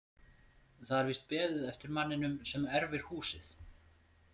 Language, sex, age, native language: Icelandic, male, 40-49, Icelandic